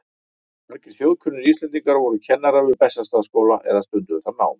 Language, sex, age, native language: Icelandic, male, 40-49, Icelandic